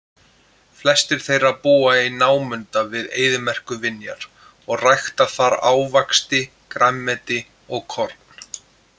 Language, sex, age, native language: Icelandic, male, 20-29, Icelandic